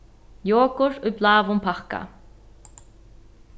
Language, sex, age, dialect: Faroese, female, 36-60, Norðuroyggjar